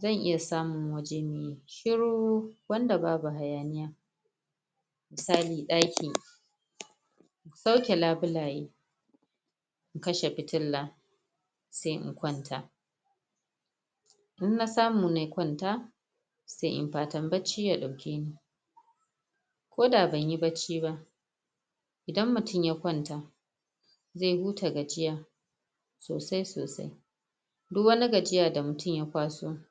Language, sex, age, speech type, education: Hausa, female, 30-45, spontaneous, tertiary